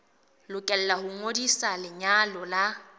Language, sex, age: Southern Sotho, female, 20